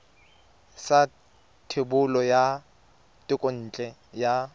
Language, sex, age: Tswana, male, 23